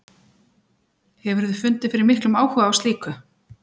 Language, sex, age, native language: Icelandic, female, 40-49, Icelandic